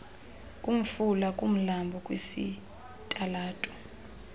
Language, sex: Xhosa, female